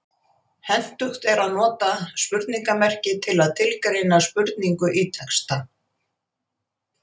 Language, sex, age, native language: Icelandic, female, 80-89, Icelandic